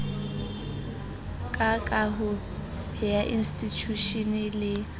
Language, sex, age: Southern Sotho, female, 20